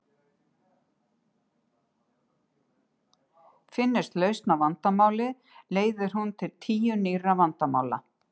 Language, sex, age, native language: Icelandic, female, 60-69, Icelandic